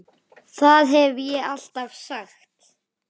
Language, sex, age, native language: Icelandic, male, 9, Icelandic